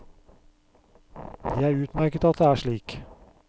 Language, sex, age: Norwegian, male, 44